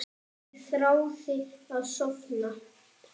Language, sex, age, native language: Icelandic, male, 8, Icelandic